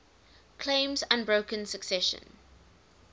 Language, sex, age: English, female, 19